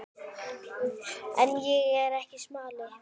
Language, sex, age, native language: Icelandic, male, 10, Icelandic